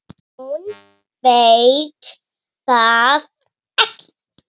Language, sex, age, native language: Icelandic, female, 7, Icelandic